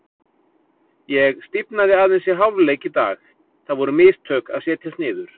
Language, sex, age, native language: Icelandic, male, 40-49, Icelandic